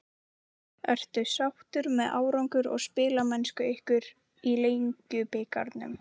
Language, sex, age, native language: Icelandic, female, 18-19, Icelandic